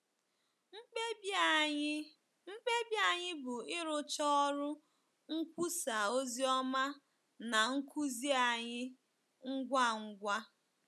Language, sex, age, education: Igbo, female, 15-29, tertiary